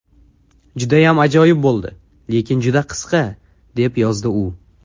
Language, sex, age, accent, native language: Uzbek, male, under 19, Jizzax, Uzbek